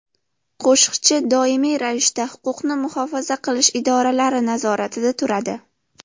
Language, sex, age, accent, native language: Uzbek, female, under 19, Jizzax, Uzbek